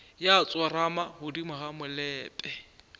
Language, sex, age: Northern Sotho, male, 24